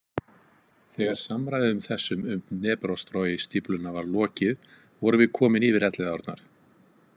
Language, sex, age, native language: Icelandic, male, 50-59, Icelandic